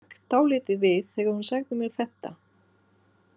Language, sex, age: Icelandic, female, 40-49